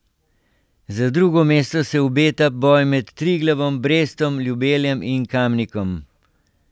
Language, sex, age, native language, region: Slovenian, male, 60+, Slovenian, Central Slovenia